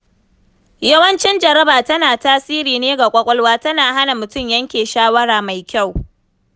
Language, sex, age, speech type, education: Hausa, female, 15-29, read, tertiary